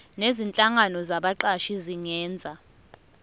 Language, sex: Zulu, female